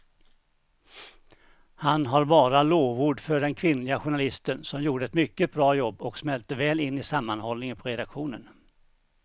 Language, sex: Swedish, male